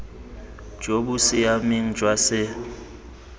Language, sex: Tswana, male